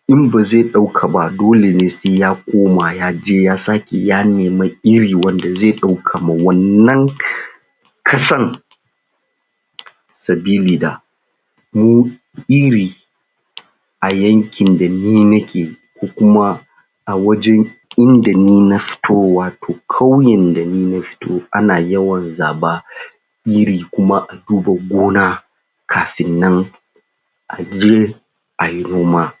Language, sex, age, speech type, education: Hausa, male, 30-45, spontaneous, tertiary